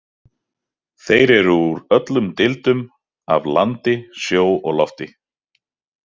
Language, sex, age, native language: Icelandic, male, 30-39, Icelandic